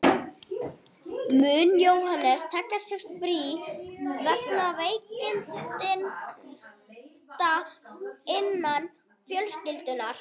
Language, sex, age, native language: Icelandic, other, 40-49, Icelandic